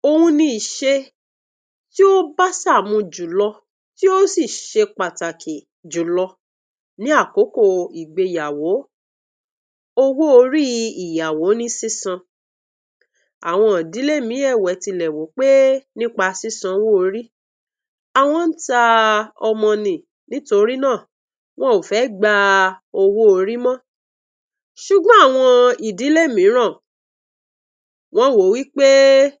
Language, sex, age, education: Yoruba, female, 46-60, tertiary